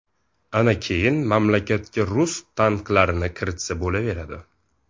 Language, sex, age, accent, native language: Uzbek, male, 18-24, Toshkent shahri, Uzbek